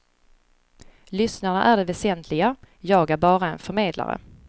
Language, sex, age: Swedish, female, 35